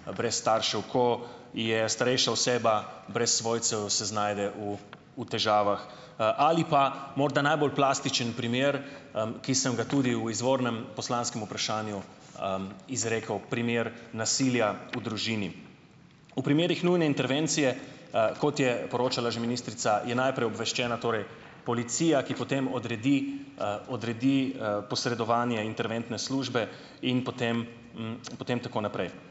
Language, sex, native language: Slovenian, male, Slovenian